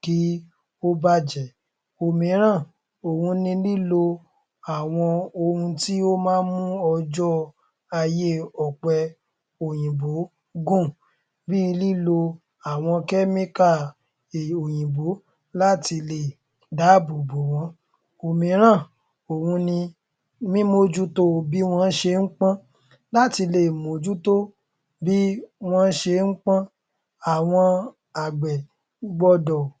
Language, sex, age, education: Yoruba, male, 15-29, tertiary